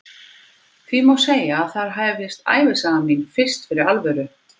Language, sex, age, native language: Icelandic, female, 50-59, Icelandic